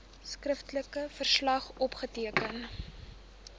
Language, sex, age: Afrikaans, female, 23